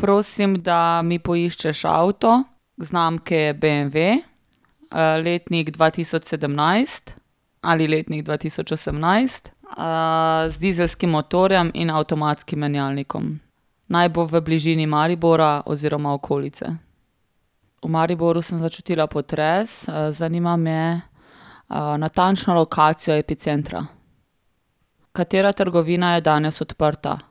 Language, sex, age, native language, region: Slovenian, female, 30-49, Slovenian, Primorsko-notranjska region